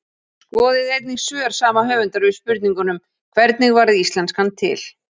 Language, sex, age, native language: Icelandic, female, 40-49, Icelandic